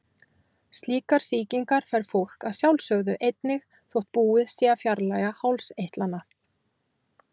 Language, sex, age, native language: Icelandic, female, 40-49, Icelandic